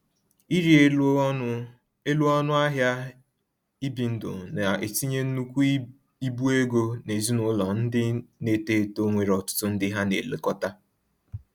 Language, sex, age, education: Igbo, male, 15-29, tertiary